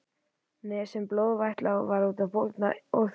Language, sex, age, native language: Icelandic, male, 11, Icelandic